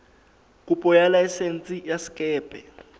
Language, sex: Southern Sotho, male